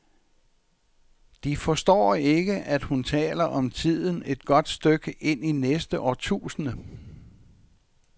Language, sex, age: Danish, male, 64